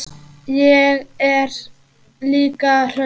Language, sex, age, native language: Icelandic, male, 8, Icelandic